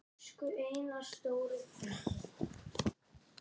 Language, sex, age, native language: Icelandic, female, 30-39, Icelandic